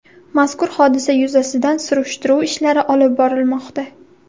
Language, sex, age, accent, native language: Uzbek, female, 18-24, Surxondaryo, Uzbek